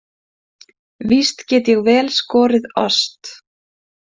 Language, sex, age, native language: Icelandic, female, 20-29, Icelandic